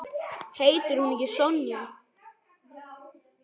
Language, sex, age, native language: Icelandic, male, 10, Icelandic